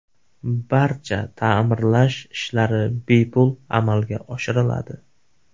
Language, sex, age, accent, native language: Uzbek, male, 25-34, Samarqand, Uzbek